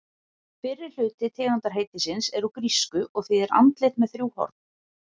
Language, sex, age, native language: Icelandic, female, 40-49, Icelandic